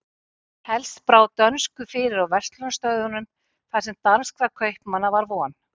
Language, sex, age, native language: Icelandic, female, 50-59, Icelandic